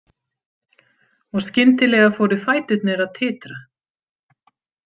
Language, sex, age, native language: Icelandic, female, 50-59, Icelandic